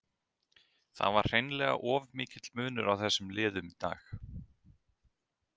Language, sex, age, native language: Icelandic, male, 30-39, Icelandic